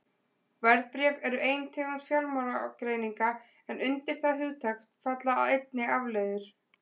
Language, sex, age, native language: Icelandic, female, 20-29, Icelandic